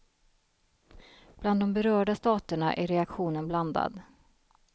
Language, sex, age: Swedish, female, 33